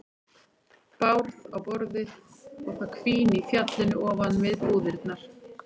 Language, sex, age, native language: Icelandic, female, 40-49, Icelandic